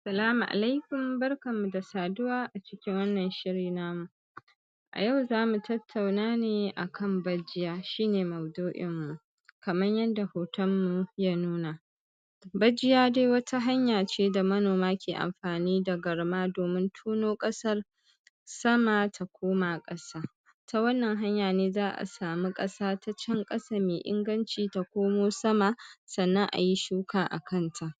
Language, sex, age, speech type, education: Hausa, male, 30-45, spontaneous, secondary